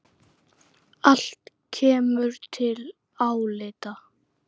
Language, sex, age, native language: Icelandic, male, 9, Icelandic